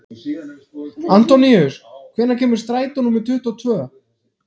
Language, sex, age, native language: Icelandic, male, 30-39, Icelandic